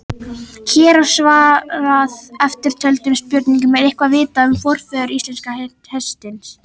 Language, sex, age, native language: Icelandic, female, 18-19, Icelandic